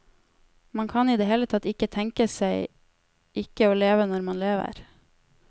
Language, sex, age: Norwegian, female, 18